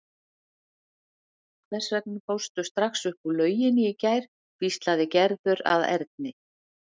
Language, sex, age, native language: Icelandic, female, 60-69, Icelandic